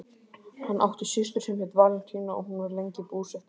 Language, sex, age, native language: Icelandic, male, 18-19, Icelandic